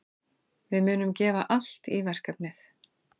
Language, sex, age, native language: Icelandic, female, 40-49, Icelandic